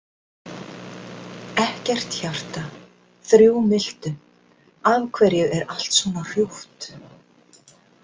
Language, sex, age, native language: Icelandic, female, 60-69, Icelandic